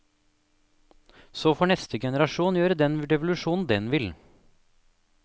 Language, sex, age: Norwegian, male, 28